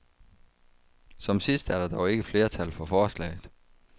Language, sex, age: Danish, male, 35